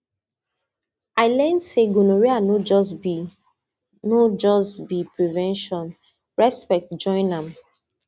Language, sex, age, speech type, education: Nigerian Pidgin, female, 30-45, spontaneous, tertiary